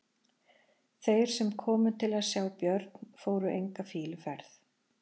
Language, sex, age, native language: Icelandic, female, 40-49, Icelandic